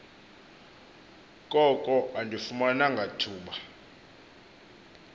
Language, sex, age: Xhosa, male, 24